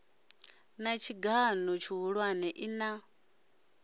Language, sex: Venda, male